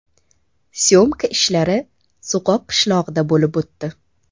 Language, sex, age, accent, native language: Uzbek, female, 25-34, Samarqand, Uzbek